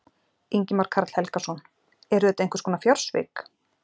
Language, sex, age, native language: Icelandic, female, 40-49, Icelandic